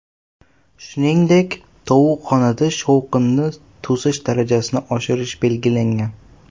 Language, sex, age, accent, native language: Uzbek, male, 12-17, Toshkent shahri, Uzbek